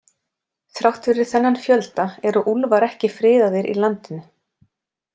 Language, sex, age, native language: Icelandic, female, 40-49, Icelandic